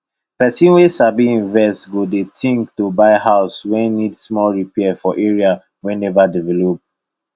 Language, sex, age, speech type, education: Nigerian Pidgin, male, 15-29, spontaneous, tertiary